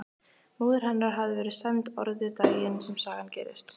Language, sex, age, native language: Icelandic, female, 15, Icelandic